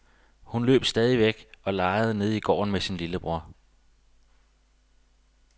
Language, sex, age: Danish, male, 32